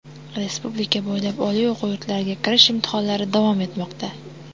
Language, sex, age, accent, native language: Uzbek, female, 18-24, Toshkent shahri, Uzbek